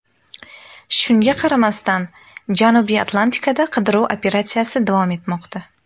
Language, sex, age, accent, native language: Uzbek, female, 19-29, Farg'ona, Uzbek